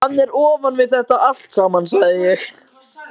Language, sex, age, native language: Icelandic, male, 14, Icelandic